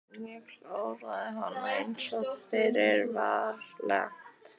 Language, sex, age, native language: Icelandic, female, 15, Icelandic